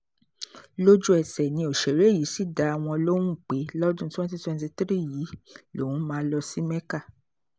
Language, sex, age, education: Yoruba, female, 30-45, tertiary